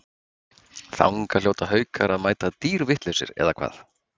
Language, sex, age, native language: Icelandic, male, 50-59, Icelandic